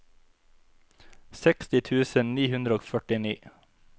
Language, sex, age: Norwegian, male, 25